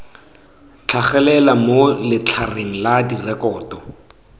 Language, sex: Tswana, male